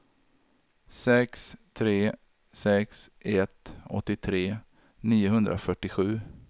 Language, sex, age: Swedish, male, 33